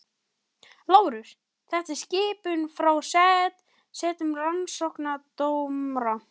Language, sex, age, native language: Icelandic, male, 12, Icelandic